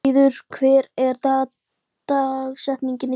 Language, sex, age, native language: Icelandic, female, 12, Icelandic